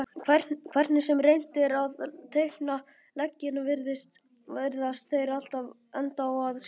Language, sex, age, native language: Icelandic, female, 50-59, Icelandic